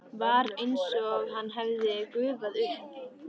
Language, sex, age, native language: Icelandic, female, 13, Icelandic